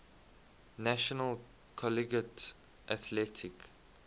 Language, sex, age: English, male, 21